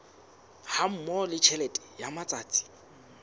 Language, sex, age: Southern Sotho, male, 22